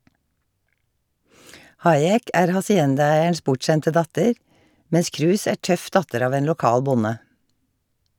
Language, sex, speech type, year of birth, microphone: Norwegian, female, read, 1951, Shure